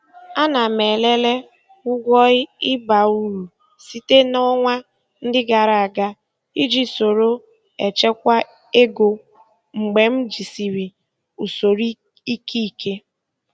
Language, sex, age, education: Igbo, female, 15-29, secondary